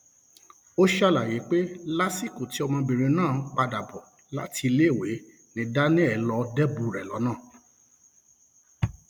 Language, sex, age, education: Yoruba, male, 46-60, tertiary